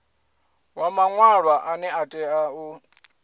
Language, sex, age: Venda, male, 20